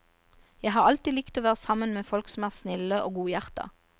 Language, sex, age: Norwegian, female, 29